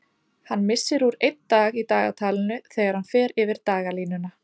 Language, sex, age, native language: Icelandic, female, 30-39, Icelandic